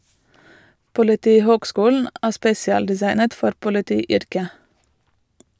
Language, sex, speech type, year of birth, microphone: Norwegian, female, read, 1986, Shure